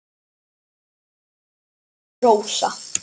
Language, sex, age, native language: Icelandic, male, 10, Icelandic